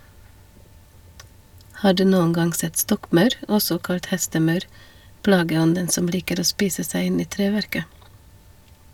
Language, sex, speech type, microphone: Norwegian, female, read, Shure